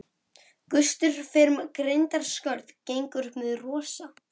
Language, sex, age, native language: Icelandic, female, 11, Icelandic